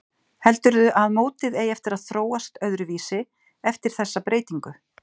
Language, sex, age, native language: Icelandic, female, 50-59, Icelandic